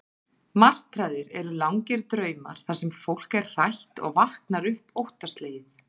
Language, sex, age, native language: Icelandic, female, 40-49, Icelandic